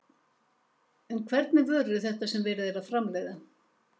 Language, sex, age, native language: Icelandic, female, 70-79, Icelandic